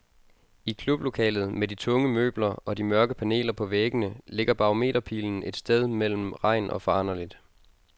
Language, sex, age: Danish, male, 22